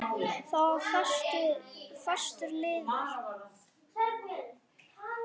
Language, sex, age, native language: Icelandic, female, 9, Icelandic